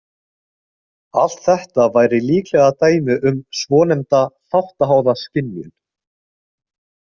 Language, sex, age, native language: Icelandic, male, 20-29, Icelandic